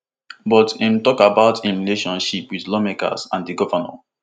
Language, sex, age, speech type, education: Nigerian Pidgin, male, 15-29, spontaneous, tertiary